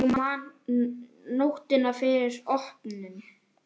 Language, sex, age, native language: Icelandic, male, 9, Icelandic